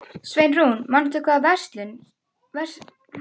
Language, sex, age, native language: Icelandic, female, 12, Icelandic